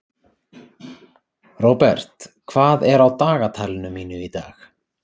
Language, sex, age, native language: Icelandic, male, 30-39, Icelandic